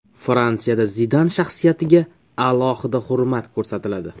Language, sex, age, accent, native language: Uzbek, male, 18-24, Toshkent viloyati, Uzbek